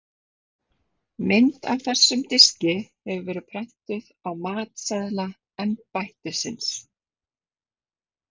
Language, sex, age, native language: Icelandic, female, 30-39, Icelandic